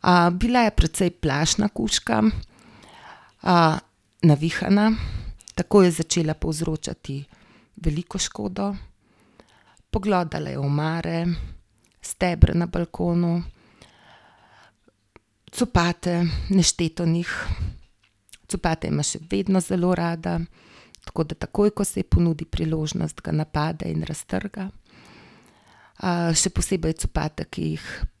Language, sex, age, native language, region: Slovenian, female, 50-59, Slovenian, Gorenjska region